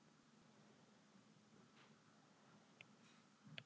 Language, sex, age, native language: Icelandic, female, 18-19, Icelandic